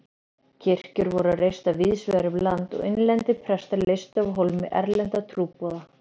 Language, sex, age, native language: Icelandic, female, 30-39, Icelandic